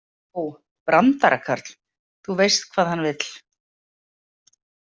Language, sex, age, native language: Icelandic, female, 50-59, Icelandic